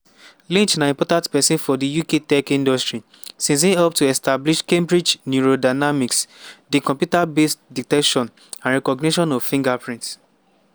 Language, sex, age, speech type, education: Nigerian Pidgin, male, 15-29, spontaneous, tertiary